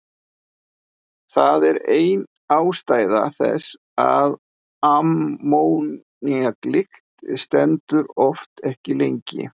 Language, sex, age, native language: Icelandic, male, 50-59, Icelandic